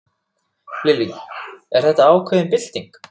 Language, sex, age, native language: Icelandic, male, 6, Icelandic